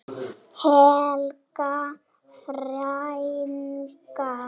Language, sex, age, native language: Icelandic, female, 7, Icelandic